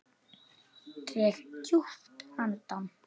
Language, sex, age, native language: Icelandic, male, 8, Icelandic